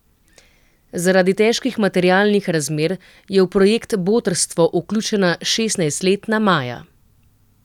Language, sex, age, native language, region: Slovenian, female, 30-49, Slovenian, Central Slovenia